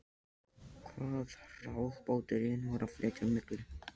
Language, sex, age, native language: Icelandic, male, 13, Icelandic